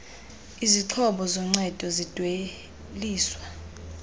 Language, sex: Xhosa, female